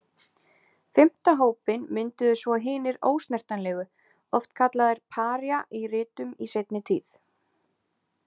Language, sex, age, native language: Icelandic, female, 20-29, Icelandic